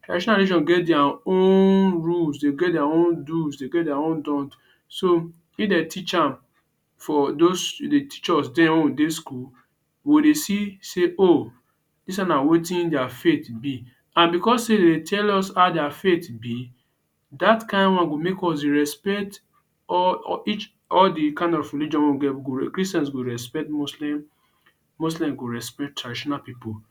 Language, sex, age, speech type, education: Nigerian Pidgin, male, 30-45, spontaneous, tertiary